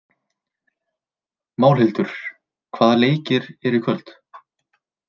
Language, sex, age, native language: Icelandic, male, 20-29, Icelandic